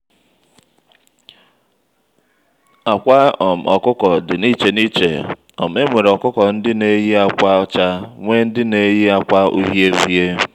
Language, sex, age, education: Igbo, male, 30-45, tertiary